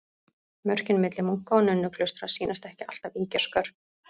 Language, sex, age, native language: Icelandic, female, 30-39, Icelandic